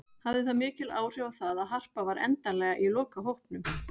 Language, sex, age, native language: Icelandic, female, 40-49, Icelandic